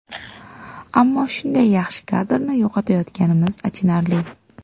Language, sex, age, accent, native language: Uzbek, female, 18-24, Qashqadaryo, Uzbek